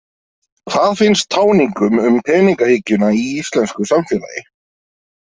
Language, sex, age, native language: Icelandic, male, 40-49, Icelandic